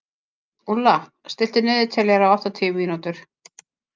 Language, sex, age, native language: Icelandic, female, 50-59, Icelandic